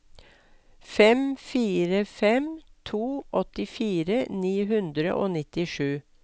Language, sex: Norwegian, female